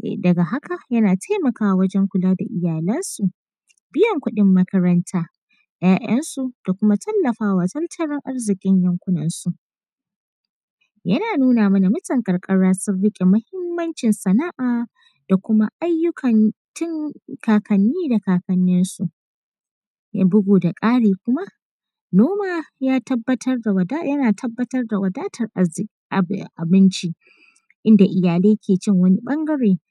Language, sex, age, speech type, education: Hausa, female, 15-29, spontaneous, tertiary